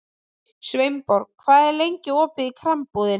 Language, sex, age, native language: Icelandic, female, 20-29, Icelandic